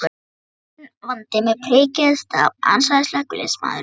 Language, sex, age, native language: Icelandic, female, 12, Icelandic